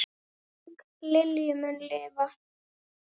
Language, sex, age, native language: Icelandic, female, 10, Icelandic